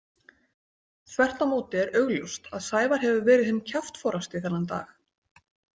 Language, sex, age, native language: Icelandic, female, 40-49, Icelandic